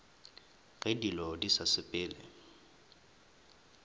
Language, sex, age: Northern Sotho, male, 23